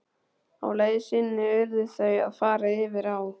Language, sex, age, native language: Icelandic, male, 12, Icelandic